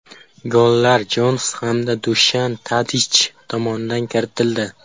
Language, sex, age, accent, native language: Uzbek, male, 12-17, Qashqadaryo, Uzbek